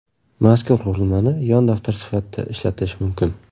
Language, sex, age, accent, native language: Uzbek, male, 18-24, Surxondaryo, Uzbek